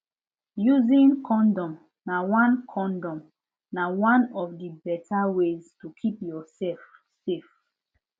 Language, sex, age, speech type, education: Nigerian Pidgin, female, 15-29, spontaneous, tertiary